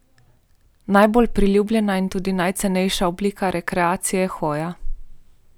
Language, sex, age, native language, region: Slovenian, female, 18-29, Slovenian, Primorsko-notranjska region